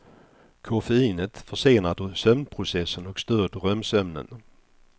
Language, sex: Swedish, male